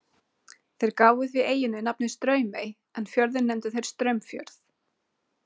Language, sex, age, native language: Icelandic, female, 30-39, Icelandic